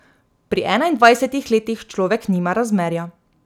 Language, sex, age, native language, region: Slovenian, female, 18-29, Slovenian, Drava region